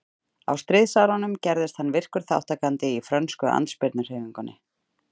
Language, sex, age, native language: Icelandic, female, 30-39, Icelandic